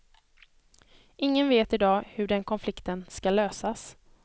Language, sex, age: Swedish, female, 23